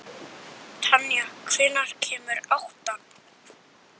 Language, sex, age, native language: Icelandic, male, 11, Icelandic